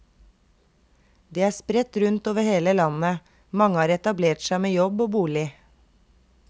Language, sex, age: Norwegian, female, 32